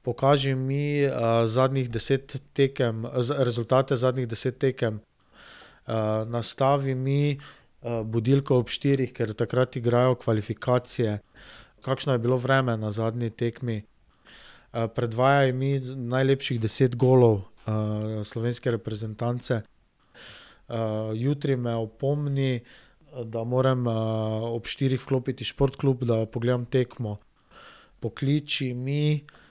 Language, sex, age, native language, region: Slovenian, male, 30-49, Slovenian, Drava region